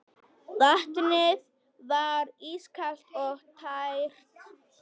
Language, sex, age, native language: Icelandic, female, 10, Polish